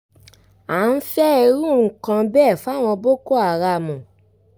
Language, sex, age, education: Yoruba, female, 15-29, tertiary